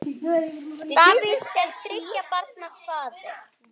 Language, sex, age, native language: Icelandic, female, 8, Icelandic